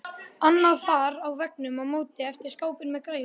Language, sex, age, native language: Icelandic, male, 11, Icelandic